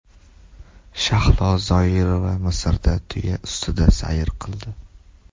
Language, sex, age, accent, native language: Uzbek, male, 18-24, Toshkent shahri, Uzbek